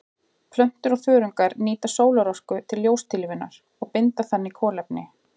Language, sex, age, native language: Icelandic, female, 40-49, Icelandic